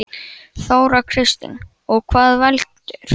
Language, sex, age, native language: Icelandic, male, 9, Icelandic